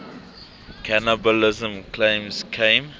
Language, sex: English, male